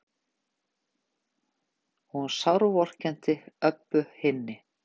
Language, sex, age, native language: Icelandic, female, 50-59, Icelandic